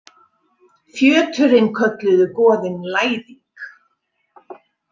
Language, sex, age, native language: Icelandic, female, 50-59, Icelandic